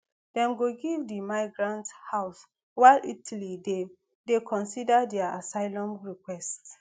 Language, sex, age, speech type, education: Nigerian Pidgin, female, 15-29, spontaneous, tertiary